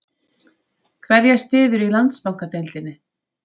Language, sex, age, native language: Icelandic, female, 30-39, Icelandic